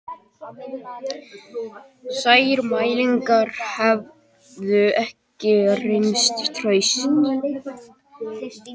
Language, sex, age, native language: Icelandic, male, 18-19, Icelandic